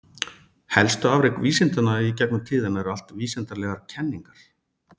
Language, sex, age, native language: Icelandic, male, 40-49, Icelandic